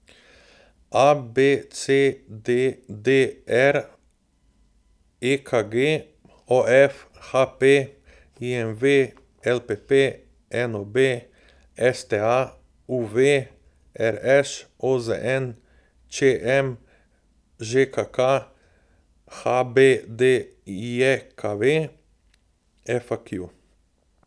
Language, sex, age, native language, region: Slovenian, male, 18-29, Slovenian, Southeast Slovenia